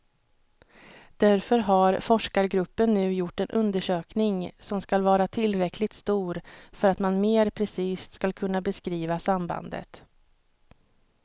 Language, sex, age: Swedish, female, 31